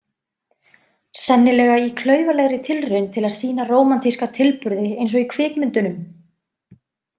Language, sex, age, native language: Icelandic, female, 20-29, Icelandic